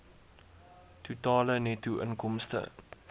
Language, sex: Afrikaans, male